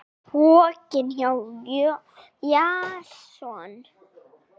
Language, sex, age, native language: Icelandic, female, 8, Icelandic